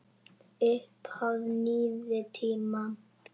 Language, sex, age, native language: Icelandic, male, 7, Icelandic